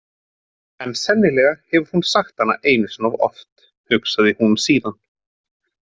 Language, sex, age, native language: Icelandic, male, 20-29, Icelandic